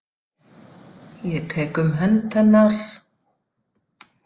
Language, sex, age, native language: Icelandic, female, 50-59, Icelandic